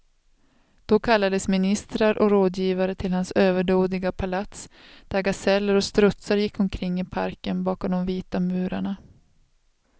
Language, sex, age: Swedish, female, 36